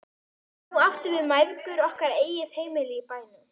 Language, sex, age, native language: Icelandic, female, 11, Icelandic